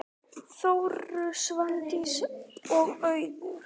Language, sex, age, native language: Icelandic, male, 9, Icelandic